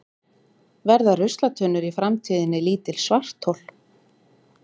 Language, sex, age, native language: Icelandic, female, 40-49, Icelandic